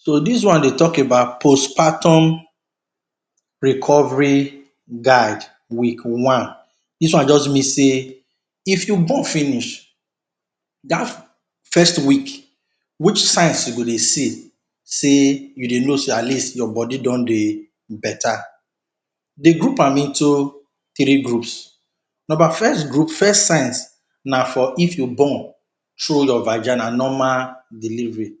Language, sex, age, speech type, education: Nigerian Pidgin, male, 30-45, spontaneous, tertiary